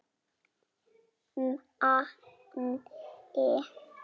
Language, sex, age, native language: Icelandic, male, 6, Icelandic